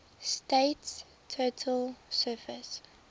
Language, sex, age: English, female, 23